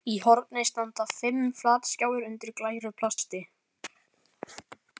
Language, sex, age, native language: Icelandic, male, 11, Icelandic